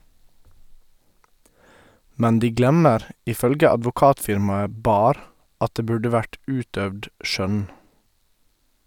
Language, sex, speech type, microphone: Norwegian, male, read, Sennheiser